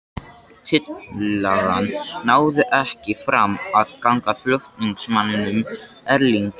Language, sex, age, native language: Icelandic, male, 13, Icelandic